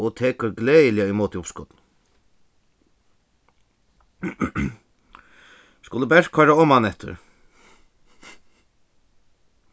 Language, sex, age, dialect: Faroese, male, 15-35, Suðuroy